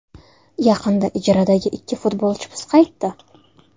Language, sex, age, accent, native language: Uzbek, female, 19-29, Toshkent shahri, Uzbek